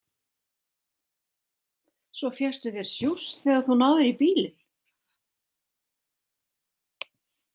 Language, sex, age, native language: Icelandic, female, 60-69, Icelandic